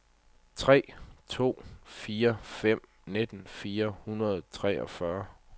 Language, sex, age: Danish, male, 30